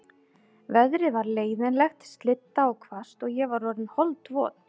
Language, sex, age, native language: Icelandic, female, 30-39, Icelandic